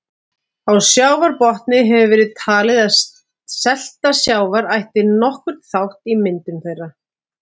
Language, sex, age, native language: Icelandic, female, 40-49, Icelandic